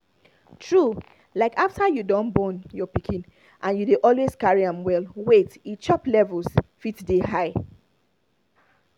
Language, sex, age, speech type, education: Nigerian Pidgin, female, 30-45, spontaneous, tertiary